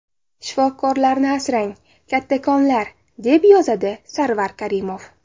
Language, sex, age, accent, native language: Uzbek, female, 18-24, Navoiy, Uzbek